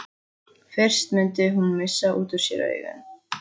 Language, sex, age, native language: Icelandic, female, 14, Icelandic